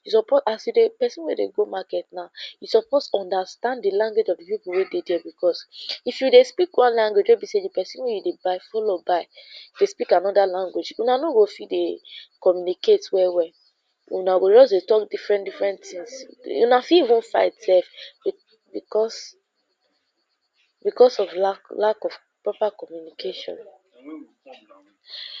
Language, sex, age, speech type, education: Nigerian Pidgin, female, 15-29, spontaneous, secondary